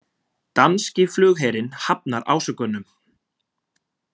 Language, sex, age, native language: Icelandic, male, 20-29, Icelandic